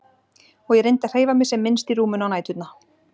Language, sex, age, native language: Icelandic, female, 40-49, Icelandic